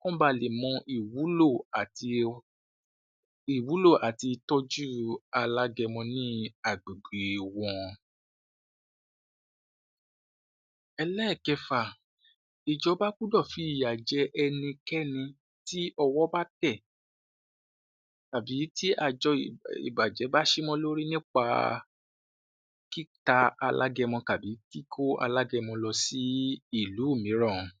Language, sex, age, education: Yoruba, male, 46-60, tertiary